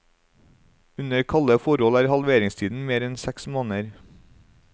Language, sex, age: Norwegian, male, 35